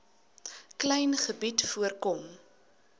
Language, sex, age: Afrikaans, female, 19